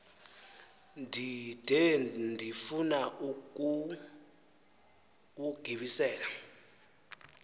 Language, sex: Xhosa, male